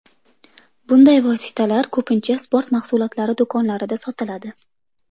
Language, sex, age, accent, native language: Uzbek, female, 25-34, Toshkent shahri, Uzbek